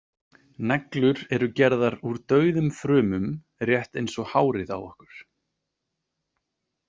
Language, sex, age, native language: Icelandic, male, 30-39, Icelandic